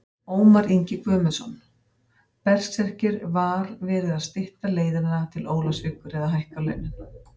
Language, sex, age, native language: Icelandic, female, 50-59, Icelandic